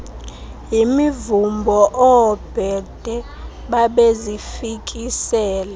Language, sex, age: Xhosa, female, 20